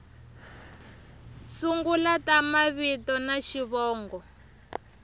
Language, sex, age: Tsonga, female, 23